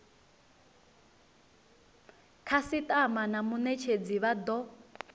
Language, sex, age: Venda, female, 19